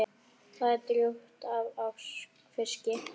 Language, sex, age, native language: Icelandic, female, 10, Icelandic